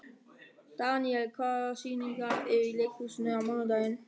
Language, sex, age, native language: Icelandic, male, 13, German